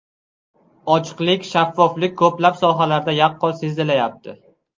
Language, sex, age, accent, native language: Uzbek, male, 12-17, Qashqadaryo, Uzbek